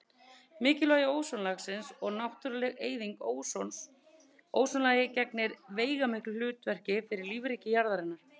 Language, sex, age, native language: Icelandic, female, 30-39, Icelandic